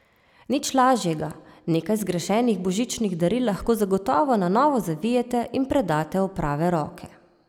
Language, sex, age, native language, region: Slovenian, female, 30-49, Slovenian, Savinja region